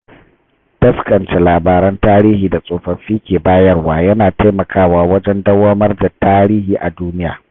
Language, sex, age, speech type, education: Hausa, male, 30-45, read, tertiary